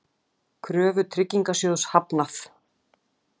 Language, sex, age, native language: Icelandic, female, 18-19, Icelandic